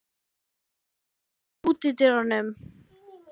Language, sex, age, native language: Icelandic, female, 12, Icelandic